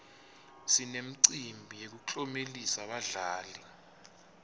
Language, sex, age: Swati, male, 25